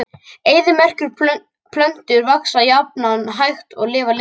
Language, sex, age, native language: Icelandic, male, 18-19, Icelandic